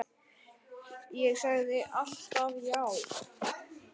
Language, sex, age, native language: Icelandic, male, 9, Icelandic